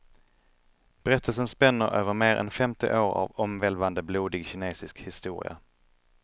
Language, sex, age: Swedish, male, 31